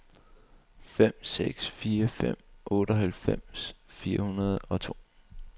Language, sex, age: Danish, male, 22